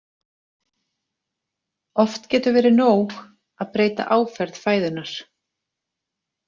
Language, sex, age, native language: Icelandic, female, 40-49, Icelandic